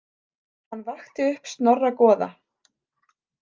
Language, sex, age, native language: Icelandic, female, 30-39, Icelandic